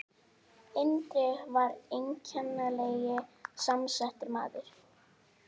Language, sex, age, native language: Icelandic, female, 18-19, Icelandic